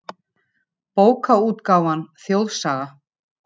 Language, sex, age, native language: Icelandic, female, 50-59, Icelandic